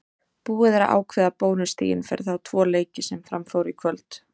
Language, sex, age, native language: Icelandic, female, 30-39, Icelandic